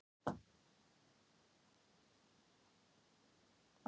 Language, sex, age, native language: Icelandic, female, 18-19, Thai